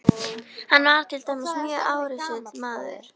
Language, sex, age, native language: Icelandic, female, 13, Icelandic